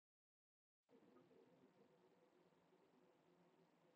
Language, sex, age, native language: Icelandic, female, 50-59, Icelandic